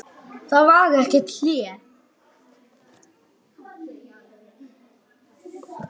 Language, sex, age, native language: Icelandic, male, 8, Icelandic